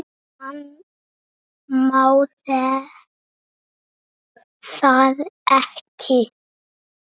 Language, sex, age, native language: Icelandic, male, 6, Icelandic